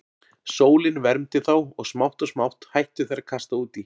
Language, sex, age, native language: Icelandic, male, 40-49, Icelandic